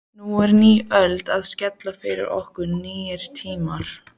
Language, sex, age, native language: Icelandic, female, 14, Icelandic